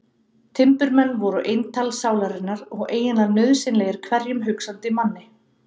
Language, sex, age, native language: Icelandic, female, 30-39, Icelandic